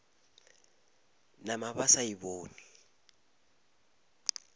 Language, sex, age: Northern Sotho, male, 26